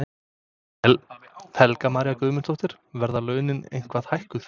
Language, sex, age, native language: Icelandic, male, 20-29, Serbo-Croatian